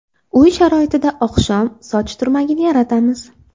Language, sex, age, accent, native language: Uzbek, female, 19-29, Toshkent shahri, Uzbek